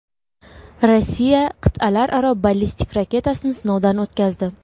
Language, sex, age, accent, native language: Uzbek, female, 18-24, Buxoro, Uzbek